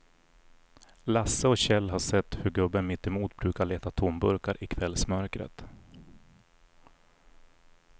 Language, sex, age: Swedish, male, 40